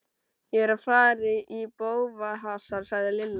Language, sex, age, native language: Icelandic, male, 12, Icelandic